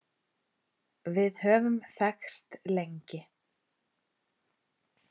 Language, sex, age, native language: Icelandic, female, 40-49, Icelandic